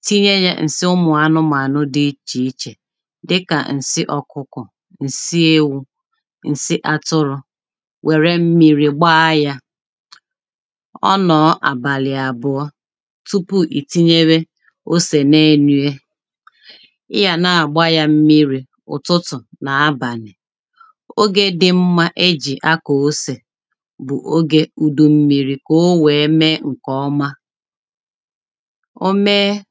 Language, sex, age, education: Igbo, female, 30-45, tertiary